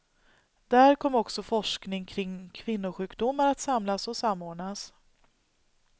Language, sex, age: Swedish, female, 39